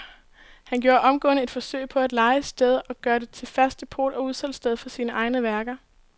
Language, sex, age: Danish, female, 18